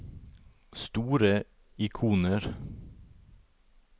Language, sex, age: Norwegian, male, 38